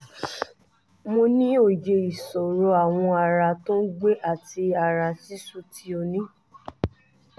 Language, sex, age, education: Yoruba, female, 30-45, tertiary